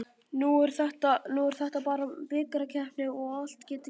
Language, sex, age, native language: Icelandic, female, 50-59, Icelandic